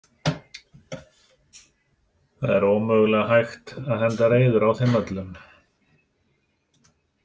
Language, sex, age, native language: Icelandic, male, 60-69, Icelandic